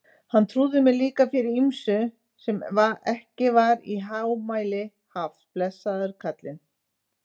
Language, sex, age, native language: Icelandic, female, 50-59, Icelandic